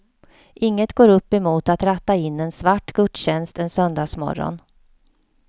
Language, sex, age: Swedish, female, 48